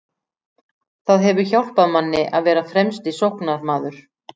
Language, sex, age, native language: Icelandic, female, 40-49, Icelandic